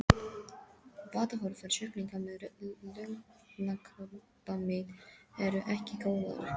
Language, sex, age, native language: Icelandic, female, 13, English